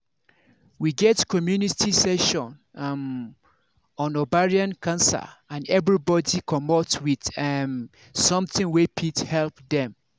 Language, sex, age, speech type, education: Nigerian Pidgin, male, 30-45, spontaneous, tertiary